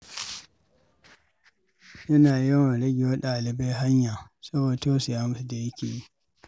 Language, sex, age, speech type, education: Hausa, male, 46-60, read, secondary